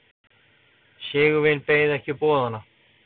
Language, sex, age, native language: Icelandic, male, 40-49, Icelandic